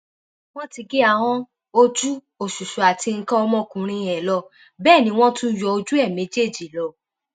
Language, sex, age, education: Yoruba, female, 15-29, tertiary